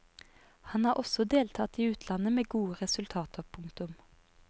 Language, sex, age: Norwegian, female, 30